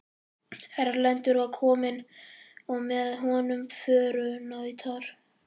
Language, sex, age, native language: Icelandic, male, 11, Icelandic